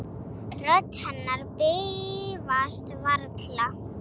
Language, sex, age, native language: Icelandic, female, 7, Icelandic